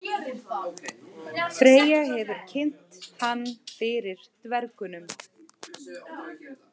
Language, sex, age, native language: Icelandic, female, 30-39, Icelandic